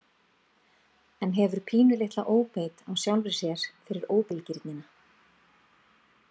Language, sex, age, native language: Icelandic, female, 40-49, Icelandic